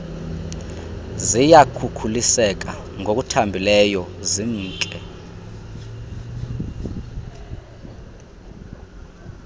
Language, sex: Xhosa, male